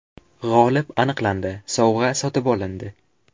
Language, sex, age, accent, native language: Uzbek, male, 12-17, Qashqadaryo, Uzbek